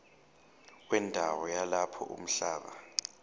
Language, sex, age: Zulu, male, 29